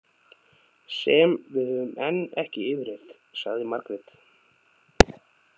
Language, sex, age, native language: Icelandic, male, 30-39, Icelandic